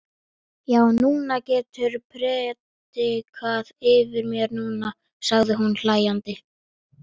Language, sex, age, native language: Icelandic, male, 12, Icelandic